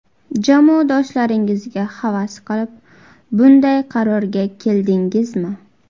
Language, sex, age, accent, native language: Uzbek, female, 18-24, Buxoro, Uzbek